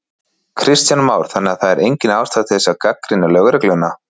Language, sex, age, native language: Icelandic, male, 40-49, Icelandic